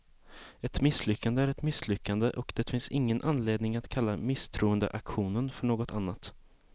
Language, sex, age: Swedish, male, 18